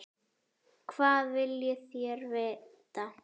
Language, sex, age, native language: Icelandic, female, 10, Icelandic